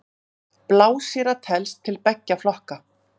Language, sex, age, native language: Icelandic, female, 10, Icelandic